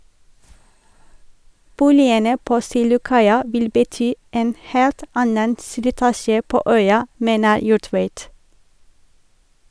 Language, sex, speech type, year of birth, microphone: Norwegian, female, read, 1983, Sennheiser